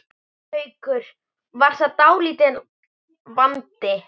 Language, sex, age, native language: Icelandic, male, 10, Icelandic